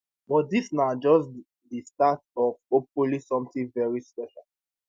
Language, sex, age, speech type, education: Nigerian Pidgin, male, 15-29, spontaneous, tertiary